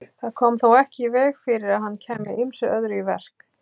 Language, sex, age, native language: Icelandic, female, 30-39, Icelandic